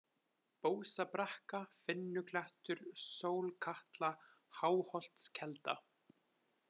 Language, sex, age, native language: Icelandic, male, 20-29, Icelandic